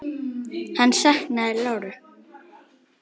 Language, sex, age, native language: Icelandic, female, 10, Icelandic